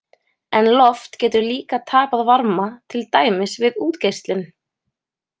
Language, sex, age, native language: Icelandic, female, 20-29, Icelandic